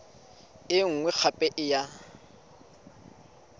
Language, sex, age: Tswana, male, 25